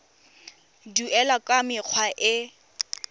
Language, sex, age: Tswana, female, 23